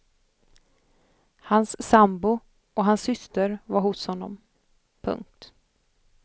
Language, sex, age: Swedish, female, 25